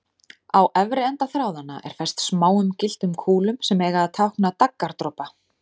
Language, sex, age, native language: Icelandic, female, 30-39, Icelandic